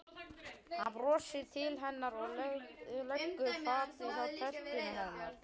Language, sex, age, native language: Icelandic, male, 11, Icelandic